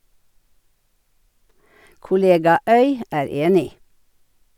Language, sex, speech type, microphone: Norwegian, female, read, Sennheiser